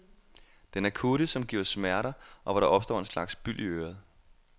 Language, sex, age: Danish, male, 28